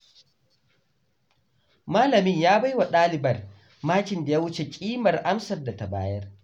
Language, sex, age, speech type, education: Hausa, male, 15-29, read, tertiary